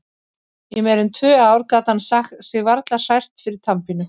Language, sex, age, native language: Icelandic, female, 40-49, Icelandic